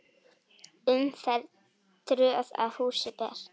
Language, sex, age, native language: Icelandic, female, 9, Icelandic